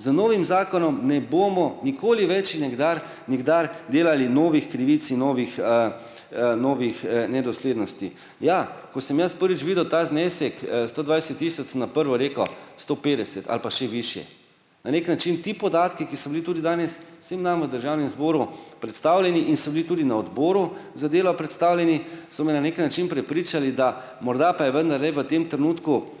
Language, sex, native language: Slovenian, male, Slovenian